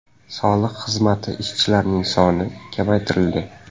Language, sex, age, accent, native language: Uzbek, male, 18-24, Samarqand, Uzbek